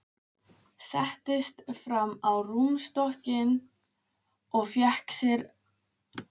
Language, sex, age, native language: Icelandic, female, 15, Icelandic